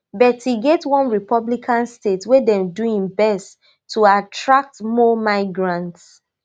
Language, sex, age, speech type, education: Nigerian Pidgin, female, 30-45, spontaneous, tertiary